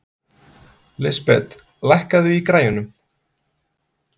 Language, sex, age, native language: Icelandic, male, 30-39, Icelandic